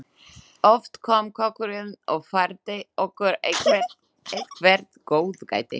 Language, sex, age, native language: Icelandic, female, 20-29, Slovak